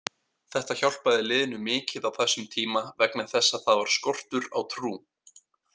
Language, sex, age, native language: Icelandic, male, 18-19, Icelandic